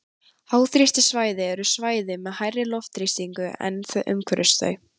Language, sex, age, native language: Icelandic, female, 18-19, Icelandic